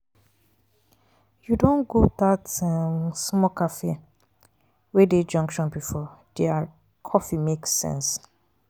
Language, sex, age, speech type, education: Nigerian Pidgin, female, 15-29, spontaneous, tertiary